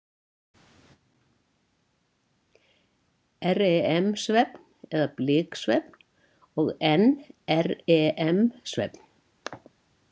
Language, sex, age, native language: Icelandic, female, 70-79, Icelandic